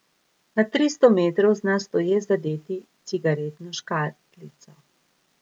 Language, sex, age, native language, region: Slovenian, female, 50-59, Slovenian, Gorica region